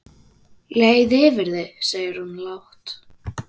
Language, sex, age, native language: Icelandic, male, 12, Icelandic